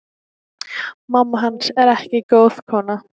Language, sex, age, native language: Icelandic, female, 18-19, Icelandic